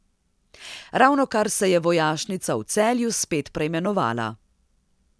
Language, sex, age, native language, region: Slovenian, female, 30-49, Slovenian, Central Slovenia